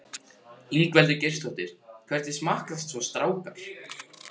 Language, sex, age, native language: Icelandic, male, 15, Icelandic